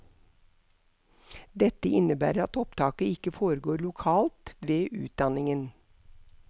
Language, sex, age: Norwegian, female, 63